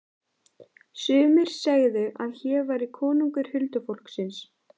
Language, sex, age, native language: Icelandic, female, 14, Icelandic